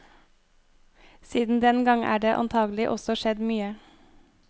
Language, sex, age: Norwegian, female, 25